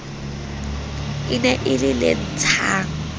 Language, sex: Southern Sotho, female